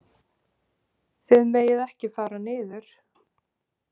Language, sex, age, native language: Icelandic, female, 20-29, Icelandic